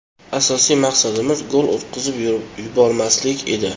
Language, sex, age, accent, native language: Uzbek, male, 25-34, Toshkent shahri, Uzbek